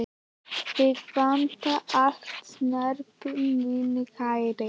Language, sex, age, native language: Icelandic, male, 11, Icelandic